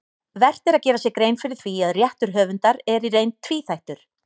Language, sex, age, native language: Icelandic, female, 18-19, Icelandic